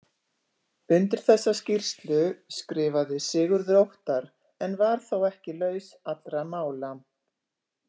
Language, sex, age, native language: Icelandic, female, 50-59, Icelandic